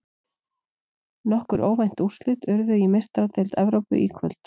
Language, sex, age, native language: Icelandic, female, 40-49, Icelandic